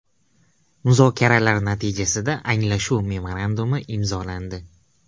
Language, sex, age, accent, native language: Uzbek, male, 18-24, Qashqadaryo, Uzbek